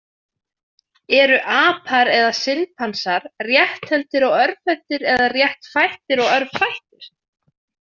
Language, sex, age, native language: Icelandic, female, 20-29, Icelandic